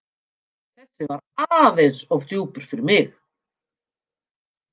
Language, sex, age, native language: Icelandic, female, 50-59, Icelandic